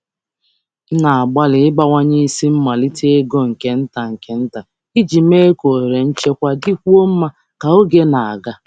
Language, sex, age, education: Igbo, male, 15-29, secondary